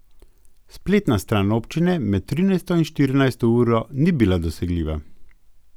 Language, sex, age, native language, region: Slovenian, male, 50-59, Slovenian, Gorenjska region